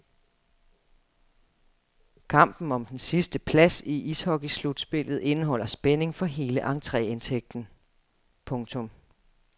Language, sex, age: Danish, female, 35